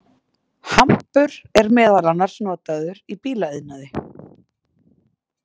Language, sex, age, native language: Icelandic, female, 20-29, Icelandic